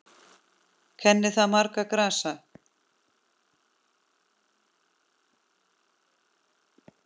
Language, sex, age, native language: Icelandic, female, 10, Icelandic